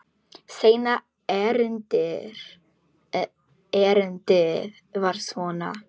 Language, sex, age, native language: Icelandic, female, 10, Polish